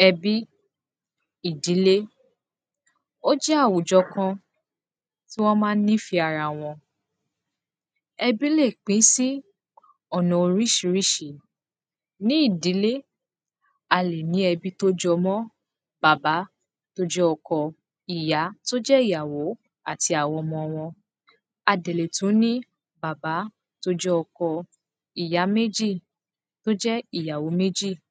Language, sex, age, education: Yoruba, female, 15-29, secondary